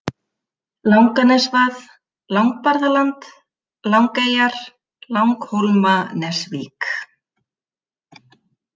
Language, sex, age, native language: Icelandic, female, 50-59, Icelandic